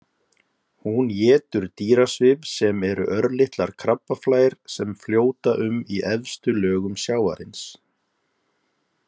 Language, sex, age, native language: Icelandic, male, 30-39, Icelandic